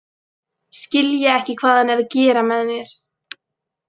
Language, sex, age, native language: Icelandic, female, 18-19, Icelandic